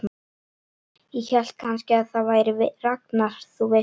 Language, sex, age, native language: Icelandic, female, 11, Icelandic